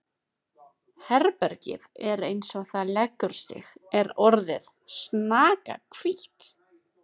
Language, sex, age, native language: Icelandic, female, 30-39, Icelandic